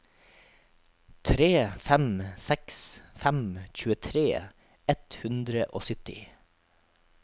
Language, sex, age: Norwegian, male, 43